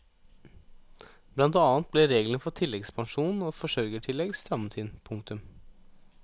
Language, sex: Norwegian, male